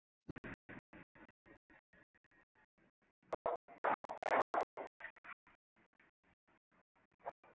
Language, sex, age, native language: Icelandic, female, 20-29, Icelandic